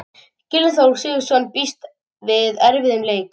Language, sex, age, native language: Icelandic, male, 18-19, Icelandic